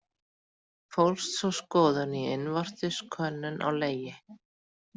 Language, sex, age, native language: Icelandic, female, 40-49, Icelandic